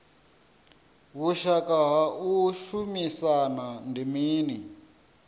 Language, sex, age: Venda, male, 34